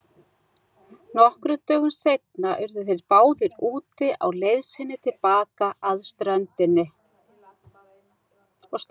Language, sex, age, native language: Icelandic, female, 60-69, Icelandic